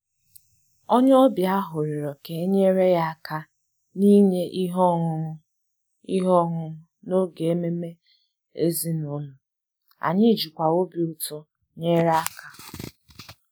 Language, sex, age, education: Igbo, female, 15-29, tertiary